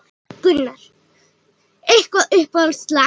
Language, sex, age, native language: Icelandic, female, 18-19, Icelandic